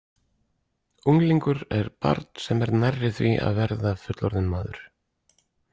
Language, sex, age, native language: Icelandic, male, 40-49, Icelandic